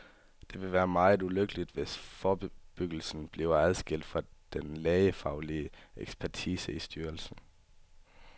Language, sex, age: Danish, male, 18